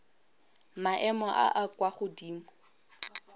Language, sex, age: Tswana, female, 18